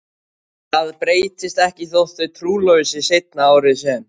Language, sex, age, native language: Icelandic, male, 12, Icelandic